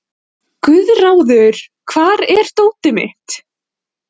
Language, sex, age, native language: Icelandic, female, 40-49, Icelandic